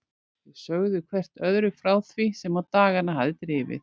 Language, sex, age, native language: Icelandic, female, 40-49, Icelandic